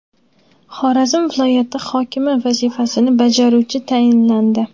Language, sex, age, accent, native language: Uzbek, female, 18-24, Samarqand, Uzbek